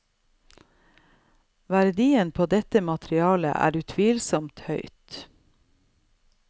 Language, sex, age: Norwegian, female, 55